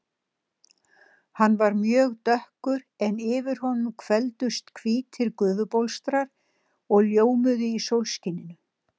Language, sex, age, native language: Icelandic, female, 60-69, Icelandic